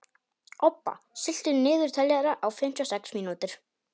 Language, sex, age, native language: Icelandic, male, 18-19, Polish